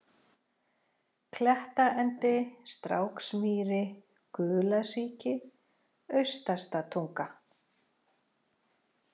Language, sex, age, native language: Icelandic, female, 40-49, Icelandic